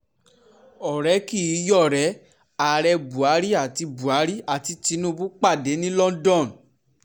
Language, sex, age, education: Yoruba, male, 15-29, tertiary